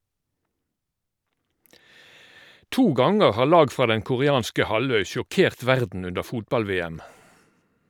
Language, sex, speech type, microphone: Norwegian, male, read, Shure